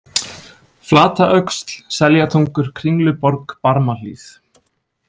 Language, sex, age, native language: Icelandic, male, 20-29, Icelandic